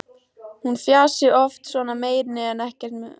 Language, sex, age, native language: Icelandic, female, 14, Icelandic